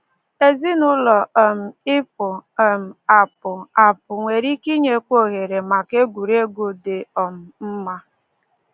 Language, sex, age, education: Igbo, female, 15-29, tertiary